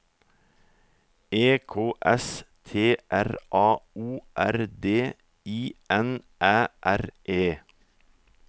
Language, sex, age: Norwegian, male, 44